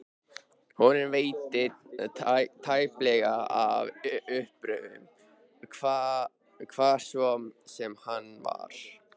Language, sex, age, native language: Icelandic, male, 13, Icelandic